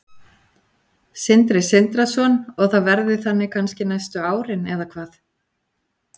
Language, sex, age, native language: Icelandic, female, 40-49, Icelandic